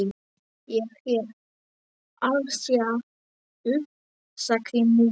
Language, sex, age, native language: Icelandic, male, 7, Polish